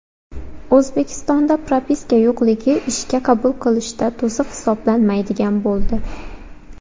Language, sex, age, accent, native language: Uzbek, female, 18-24, Xorazm, Uzbek